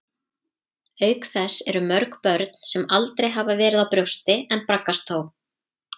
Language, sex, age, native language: Icelandic, female, 30-39, Icelandic